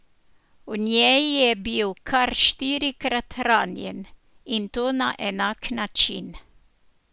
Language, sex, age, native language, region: Slovenian, female, 60+, Slovenian, Posavska region